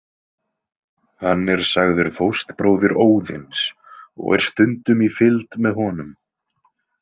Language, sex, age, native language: Icelandic, male, 20-29, Icelandic